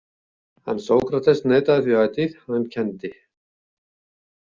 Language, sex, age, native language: Icelandic, male, 70-79, Icelandic